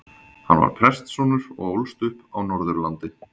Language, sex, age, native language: Icelandic, male, 20-29, Icelandic